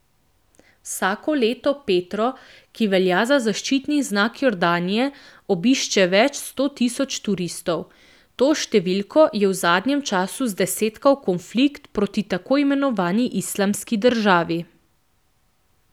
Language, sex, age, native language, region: Slovenian, female, 18-29, Slovenian, Central Slovenia